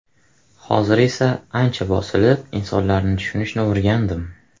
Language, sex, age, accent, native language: Uzbek, male, 18-24, Farg'ona, Uzbek